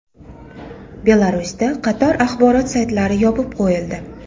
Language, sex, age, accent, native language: Uzbek, female, 35+, Toshkent shahri, Uzbek